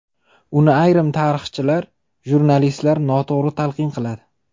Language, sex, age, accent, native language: Uzbek, male, 25-34, Toshkent shahri, Uzbek